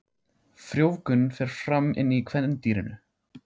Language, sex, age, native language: Icelandic, male, 16, Icelandic